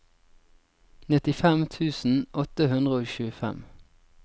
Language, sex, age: Norwegian, male, 20